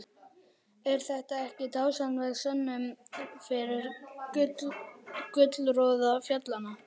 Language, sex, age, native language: Icelandic, male, 11, Icelandic